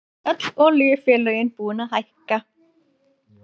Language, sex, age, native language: Icelandic, female, 30-39, Icelandic